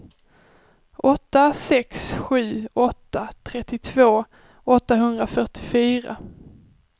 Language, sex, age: Swedish, female, 23